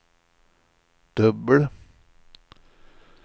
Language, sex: Swedish, male